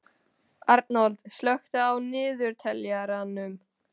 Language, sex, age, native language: Icelandic, male, 18-19, Icelandic